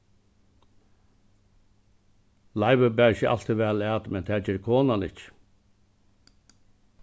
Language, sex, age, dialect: Faroese, male, 61+, Suðuroy